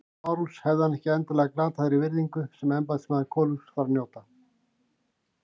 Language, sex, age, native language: Icelandic, male, 50-59, Icelandic